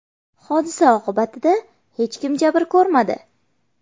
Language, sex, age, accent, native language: Uzbek, female, 18-24, Farg'ona, Uzbek